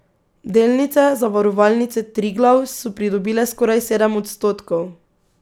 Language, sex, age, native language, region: Slovenian, female, 18-29, Slovenian, Pomurje region